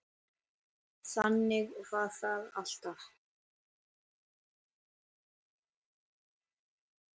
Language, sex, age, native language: Icelandic, male, 9, Icelandic